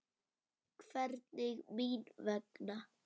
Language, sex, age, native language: Icelandic, male, 9, Icelandic